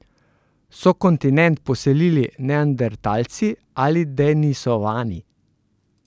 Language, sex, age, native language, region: Slovenian, male, 30-49, Slovenian, Central Slovenia